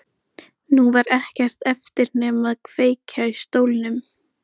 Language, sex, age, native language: Icelandic, male, 14, Icelandic